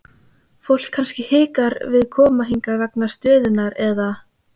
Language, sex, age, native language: Icelandic, female, 15, Icelandic